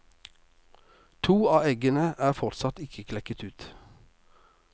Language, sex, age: Norwegian, male, 48